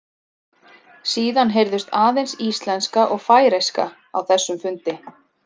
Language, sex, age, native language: Icelandic, female, 30-39, Icelandic